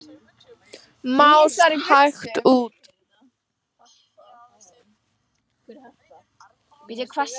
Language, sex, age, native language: Icelandic, female, 14, Icelandic